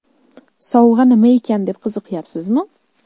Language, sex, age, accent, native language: Uzbek, female, 18-24, Jizzax, Uzbek